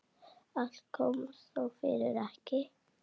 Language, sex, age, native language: Icelandic, female, 8, Icelandic